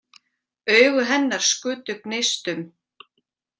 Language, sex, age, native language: Icelandic, female, 40-49, Icelandic